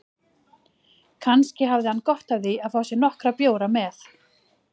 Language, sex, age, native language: Icelandic, female, 40-49, Icelandic